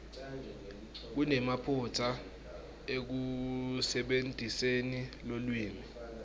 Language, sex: Swati, male